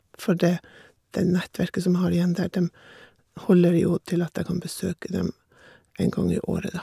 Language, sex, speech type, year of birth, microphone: Norwegian, female, spontaneous, 1958, Shure